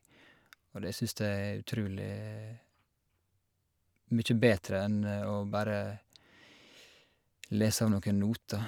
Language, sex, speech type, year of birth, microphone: Norwegian, male, spontaneous, 1986, Shure